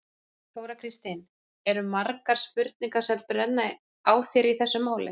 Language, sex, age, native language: Icelandic, female, 40-49, Icelandic